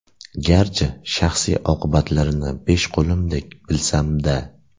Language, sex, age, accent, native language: Uzbek, male, 18-24, Namangan, Uzbek